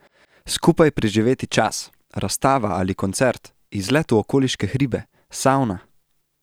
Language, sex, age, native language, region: Slovenian, male, 18-29, Slovenian, Central Slovenia